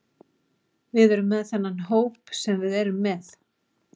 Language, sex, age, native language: Icelandic, female, 40-49, Icelandic